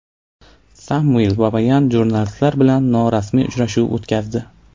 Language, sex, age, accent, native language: Uzbek, male, 18-24, Navoiy, Uzbek